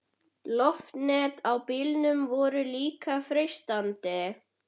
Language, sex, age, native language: Icelandic, male, 11, Icelandic